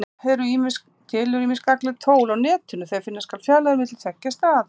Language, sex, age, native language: Icelandic, female, 50-59, Icelandic